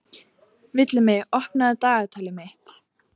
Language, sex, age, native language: Icelandic, female, 18-19, Icelandic